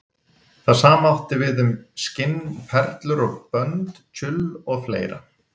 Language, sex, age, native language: Icelandic, male, 30-39, Icelandic